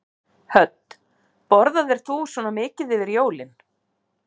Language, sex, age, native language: Icelandic, female, 50-59, Icelandic